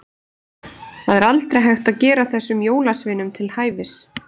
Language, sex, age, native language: Icelandic, female, 30-39, Icelandic